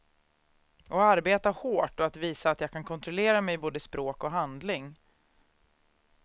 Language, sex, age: Swedish, female, 36